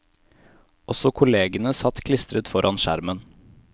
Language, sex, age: Norwegian, male, 18